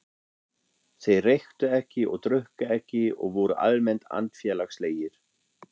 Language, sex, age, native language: Icelandic, male, 40-49, German